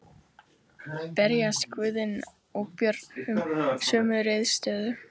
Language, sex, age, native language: Icelandic, female, 14, Icelandic